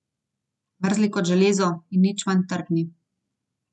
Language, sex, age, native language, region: Slovenian, female, 30-49, Slovenian, Gorenjska region